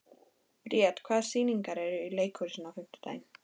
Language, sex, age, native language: Icelandic, female, 13, Icelandic